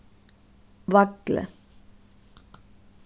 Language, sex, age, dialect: Faroese, female, 36-60, Suðuroy